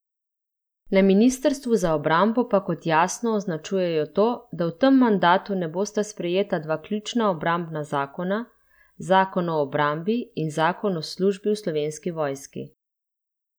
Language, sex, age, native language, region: Slovenian, female, 30-49, Slovenian, Central Slovenia